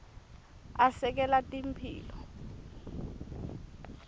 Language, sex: Swati, female